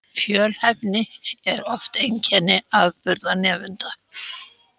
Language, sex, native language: Icelandic, female, Icelandic